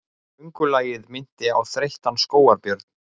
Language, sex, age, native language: Icelandic, male, 40-49, Icelandic